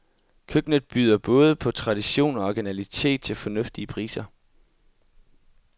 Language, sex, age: Danish, male, 22